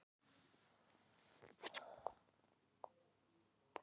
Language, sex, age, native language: Icelandic, female, 50-59, Icelandic